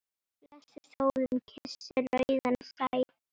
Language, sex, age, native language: Icelandic, female, 9, Icelandic